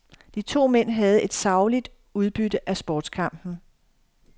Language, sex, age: Danish, female, 51